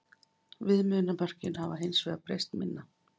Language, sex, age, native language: Icelandic, female, 50-59, Icelandic